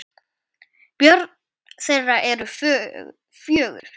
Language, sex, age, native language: Icelandic, female, 10, Icelandic